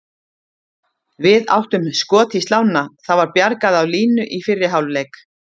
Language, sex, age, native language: Icelandic, female, 50-59, Icelandic